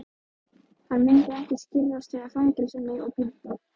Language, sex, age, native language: Icelandic, female, 13, Icelandic